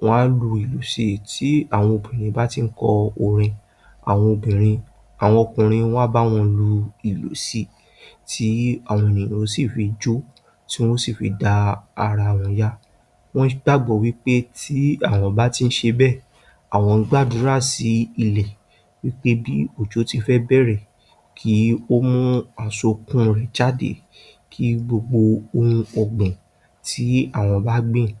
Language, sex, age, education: Yoruba, male, 46-60, tertiary